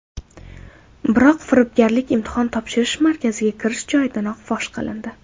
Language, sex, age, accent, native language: Uzbek, female, under 19, Navoiy, Uzbek